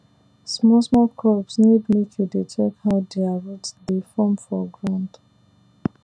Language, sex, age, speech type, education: Nigerian Pidgin, female, 15-29, spontaneous, tertiary